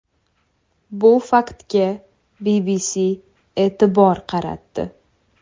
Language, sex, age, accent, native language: Uzbek, female, 18-24, Toshkent viloyati, Uzbek